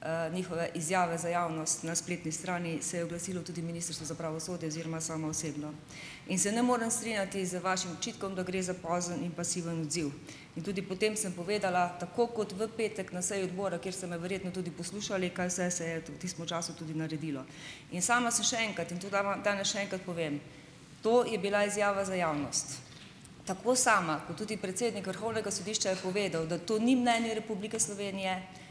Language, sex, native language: Slovenian, female, Slovenian